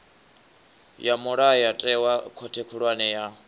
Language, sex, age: Venda, male, 24